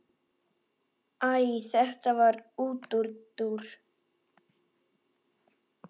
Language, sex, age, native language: Icelandic, male, 18-19, Icelandic